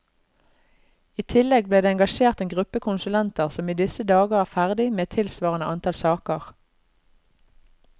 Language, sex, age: Norwegian, female, 32